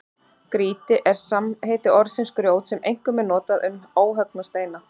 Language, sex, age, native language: Icelandic, female, 30-39, Icelandic